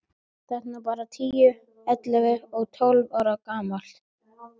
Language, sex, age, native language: Icelandic, male, 12, Icelandic